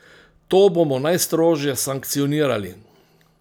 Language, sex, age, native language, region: Slovenian, male, 60+, Slovenian, Central Slovenia